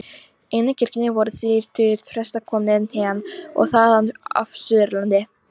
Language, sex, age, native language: Icelandic, female, 18-19, Icelandic